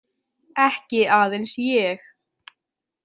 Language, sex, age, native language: Icelandic, female, 18-19, Icelandic